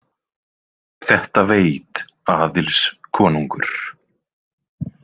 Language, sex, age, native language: Icelandic, male, 20-29, Icelandic